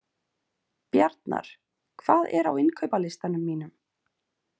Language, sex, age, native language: Icelandic, female, 20-29, Icelandic